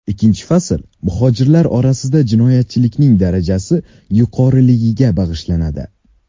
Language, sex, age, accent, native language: Uzbek, male, under 19, Sirdaryo, Uzbek